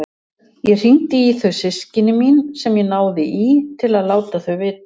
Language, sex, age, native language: Icelandic, female, 60-69, Icelandic